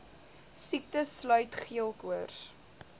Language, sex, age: Afrikaans, female, 19